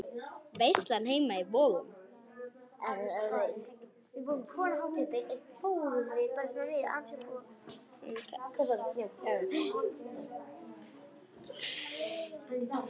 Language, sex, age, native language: Icelandic, female, 10, Icelandic